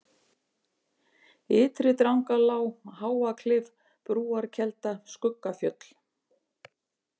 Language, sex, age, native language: Icelandic, female, 50-59, Icelandic